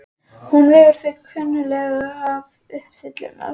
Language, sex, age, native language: Icelandic, female, 11, Icelandic